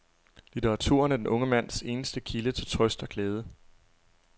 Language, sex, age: Danish, male, 23